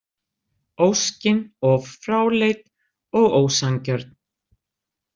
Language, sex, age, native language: Icelandic, female, 60-69, Icelandic